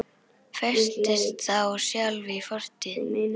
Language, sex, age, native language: Icelandic, female, 10, Icelandic